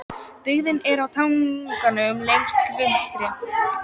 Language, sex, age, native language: Icelandic, female, 18-19, Icelandic